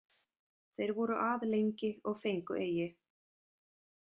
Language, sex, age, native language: Icelandic, female, 40-49, Icelandic